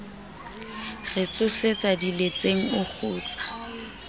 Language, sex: Southern Sotho, female